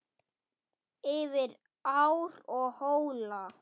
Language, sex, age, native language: Icelandic, male, 8, Icelandic